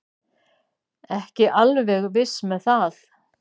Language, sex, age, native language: Icelandic, female, 60-69, Icelandic